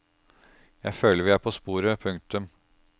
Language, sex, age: Norwegian, male, 36